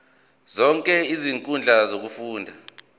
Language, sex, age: Zulu, male, 24